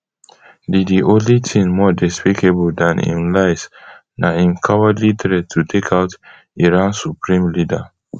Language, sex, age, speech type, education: Nigerian Pidgin, male, 15-29, spontaneous, tertiary